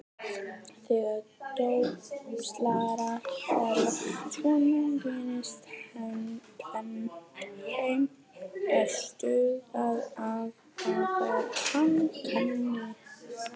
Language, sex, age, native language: Icelandic, female, 18-19, Icelandic